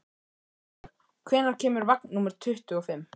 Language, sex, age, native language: Icelandic, male, 13, Icelandic